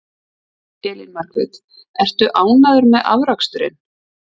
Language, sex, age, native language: Icelandic, female, 30-39, Icelandic